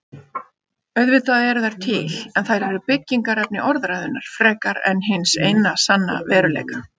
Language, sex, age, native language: Icelandic, female, 50-59, Icelandic